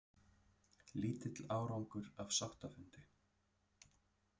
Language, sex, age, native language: Icelandic, male, 30-39, Icelandic